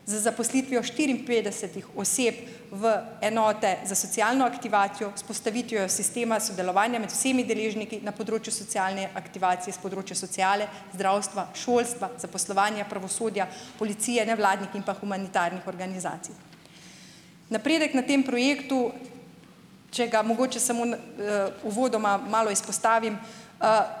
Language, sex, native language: Slovenian, female, Slovenian